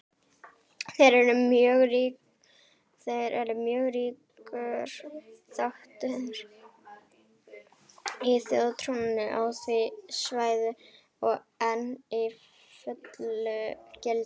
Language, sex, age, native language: Icelandic, female, 18-19, Icelandic